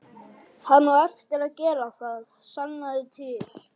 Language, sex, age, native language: Icelandic, male, 11, Icelandic